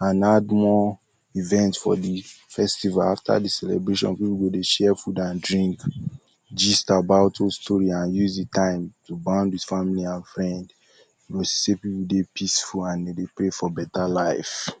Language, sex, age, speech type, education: Nigerian Pidgin, male, 15-29, spontaneous, tertiary